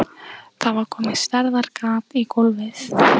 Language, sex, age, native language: Icelandic, female, 14, Icelandic